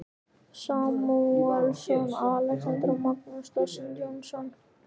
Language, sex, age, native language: Icelandic, male, 13, Icelandic